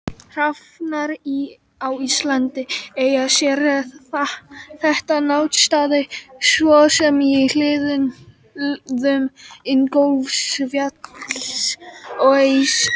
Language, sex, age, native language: Icelandic, female, 18-19, Icelandic